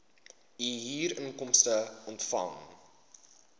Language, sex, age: Afrikaans, male, 19